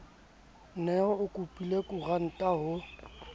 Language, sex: Southern Sotho, male